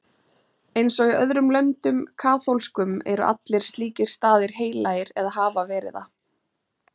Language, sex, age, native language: Icelandic, female, 30-39, Icelandic